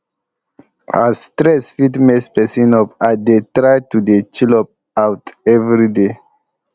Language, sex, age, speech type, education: Nigerian Pidgin, male, 15-29, spontaneous, tertiary